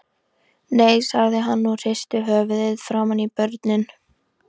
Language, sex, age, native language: Icelandic, female, 13, Icelandic